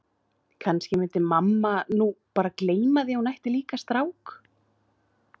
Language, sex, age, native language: Icelandic, female, 30-39, Icelandic